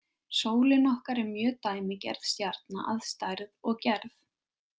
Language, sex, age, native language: Icelandic, female, 20-29, Icelandic